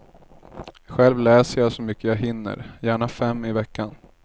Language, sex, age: Swedish, male, 30